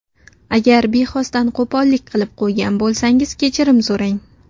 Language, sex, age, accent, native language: Uzbek, female, 19-29, Navoiy, Uzbek